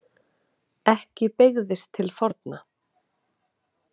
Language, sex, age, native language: Icelandic, female, 30-39, Icelandic